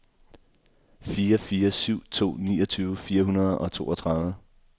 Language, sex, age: Danish, male, 24